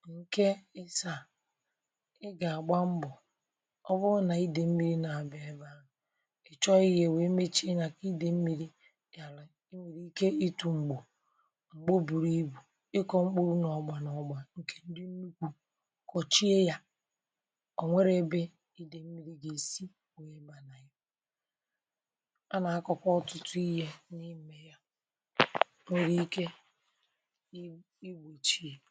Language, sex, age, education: Igbo, female, 30-45, tertiary